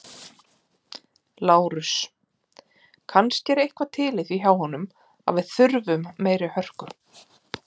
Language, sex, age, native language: Icelandic, female, 40-49, Icelandic